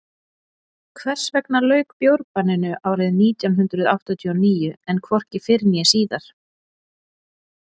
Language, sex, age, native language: Icelandic, female, 40-49, Icelandic